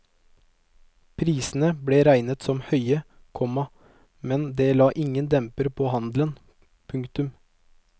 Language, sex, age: Norwegian, male, 22